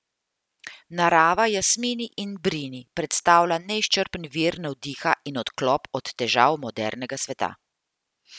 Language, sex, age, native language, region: Slovenian, female, 50-59, Slovenian, Central Slovenia